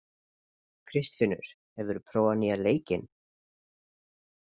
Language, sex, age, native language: Icelandic, male, 20-29, Icelandic